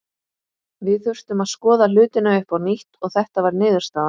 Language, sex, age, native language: Icelandic, female, 20-29, Icelandic